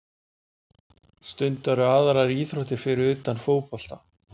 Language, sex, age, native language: Icelandic, male, 40-49, Icelandic